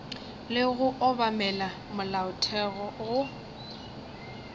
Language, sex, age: Northern Sotho, female, 20